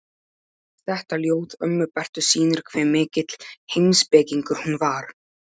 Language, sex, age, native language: Icelandic, male, 12, Polish